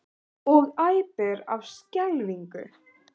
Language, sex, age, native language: Icelandic, other, 18-19, Icelandic